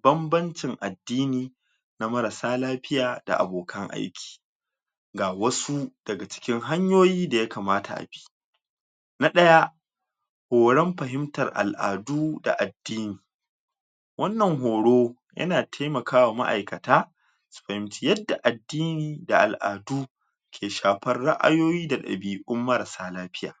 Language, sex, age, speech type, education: Hausa, male, 46-60, spontaneous, tertiary